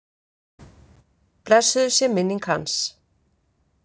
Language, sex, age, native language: Icelandic, female, 50-59, Icelandic